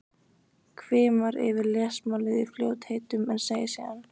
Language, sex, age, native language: Icelandic, female, 15, Icelandic